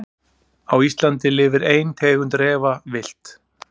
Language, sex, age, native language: Icelandic, male, 40-49, Icelandic